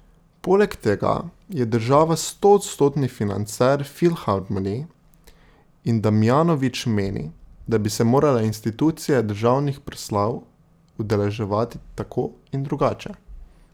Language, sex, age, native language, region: Slovenian, male, 18-29, Slovenian, Drava region